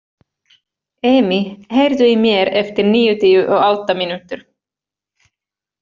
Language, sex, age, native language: Icelandic, female, 30-39, Finnish